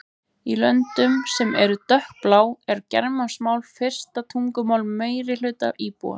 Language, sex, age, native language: Icelandic, male, 20-29, Icelandic